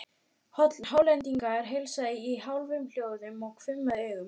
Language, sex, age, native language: Icelandic, female, 12, Icelandic